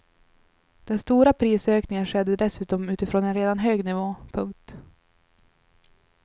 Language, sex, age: Swedish, female, 21